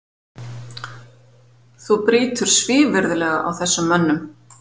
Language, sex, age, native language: Icelandic, female, 50-59, Icelandic